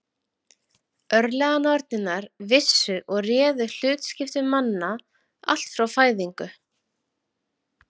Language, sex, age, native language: Icelandic, female, 40-49, Icelandic